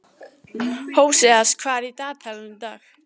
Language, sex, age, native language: Icelandic, other, 14, Icelandic